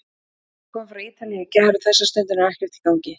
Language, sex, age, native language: Icelandic, female, 30-39, Icelandic